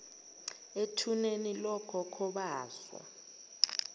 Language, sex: Zulu, female